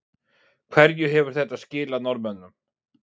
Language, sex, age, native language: Icelandic, male, 40-49, Icelandic